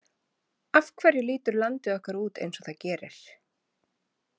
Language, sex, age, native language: Icelandic, female, 30-39, Icelandic